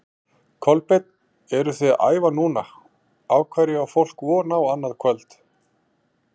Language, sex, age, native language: Icelandic, male, 40-49, Icelandic